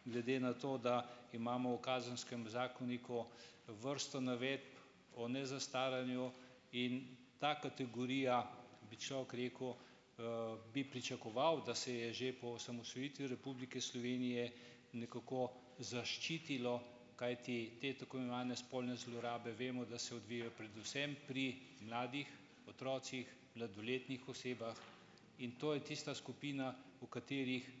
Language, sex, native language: Slovenian, male, Slovenian